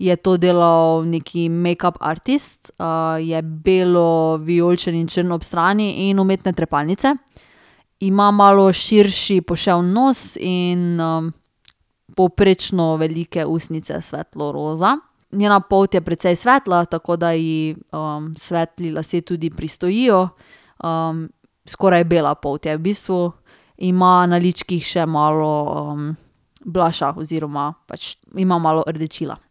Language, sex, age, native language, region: Slovenian, female, 30-49, Slovenian, Drava region